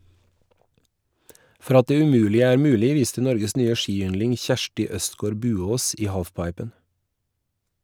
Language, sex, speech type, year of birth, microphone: Norwegian, male, read, 1981, Shure